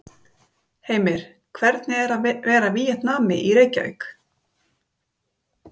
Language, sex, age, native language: Icelandic, female, 30-39, Icelandic